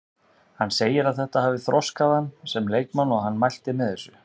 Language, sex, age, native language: Icelandic, male, 30-39, Icelandic